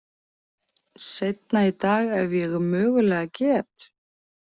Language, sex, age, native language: Icelandic, female, 40-49, Icelandic